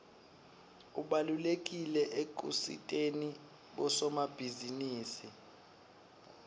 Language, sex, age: Swati, male, 19